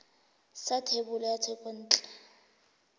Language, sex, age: Tswana, female, 20